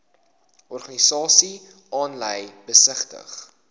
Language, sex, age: Afrikaans, male, 19